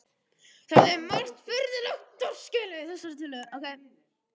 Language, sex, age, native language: Icelandic, male, 12, Icelandic